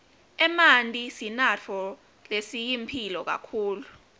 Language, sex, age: Swati, female, 22